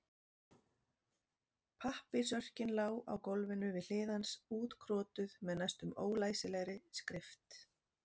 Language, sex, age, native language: Icelandic, female, 40-49, Icelandic